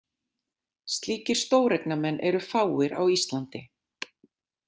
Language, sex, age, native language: Icelandic, female, 40-49, Icelandic